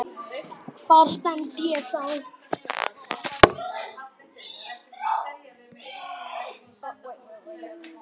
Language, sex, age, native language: Icelandic, male, 9, Icelandic